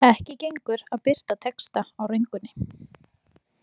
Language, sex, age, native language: Icelandic, female, 30-39, Icelandic